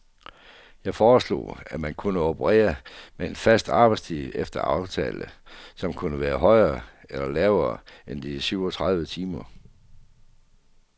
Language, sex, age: Danish, male, 48